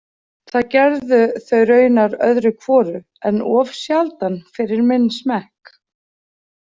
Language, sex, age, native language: Icelandic, female, 40-49, Icelandic